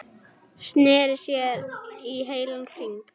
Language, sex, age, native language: Icelandic, female, 10, Icelandic